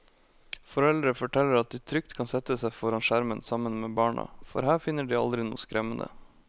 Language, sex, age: Norwegian, male, 25